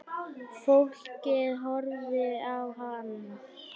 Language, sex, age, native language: Icelandic, female, 9, Icelandic